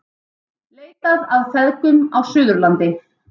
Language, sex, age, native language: Icelandic, female, 30-39, Icelandic